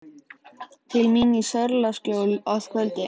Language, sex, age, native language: Icelandic, male, 13, Icelandic